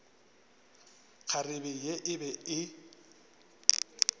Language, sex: Northern Sotho, male